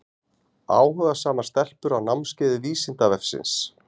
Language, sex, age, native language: Icelandic, male, 40-49, Icelandic